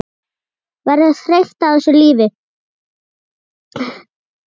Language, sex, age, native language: Icelandic, female, 8, Icelandic